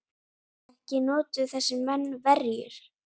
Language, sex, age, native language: Icelandic, female, 8, Icelandic